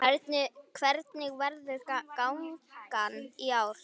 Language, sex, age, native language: Icelandic, female, 9, Icelandic